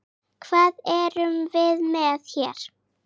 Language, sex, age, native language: Icelandic, female, 8, Icelandic